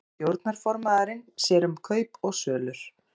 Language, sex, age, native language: Icelandic, female, 40-49, Icelandic